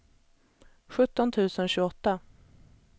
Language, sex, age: Swedish, female, 37